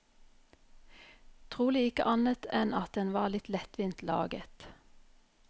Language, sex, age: Norwegian, female, 44